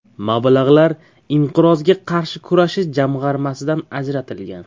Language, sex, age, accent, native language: Uzbek, male, 18-24, Toshkent viloyati, Uzbek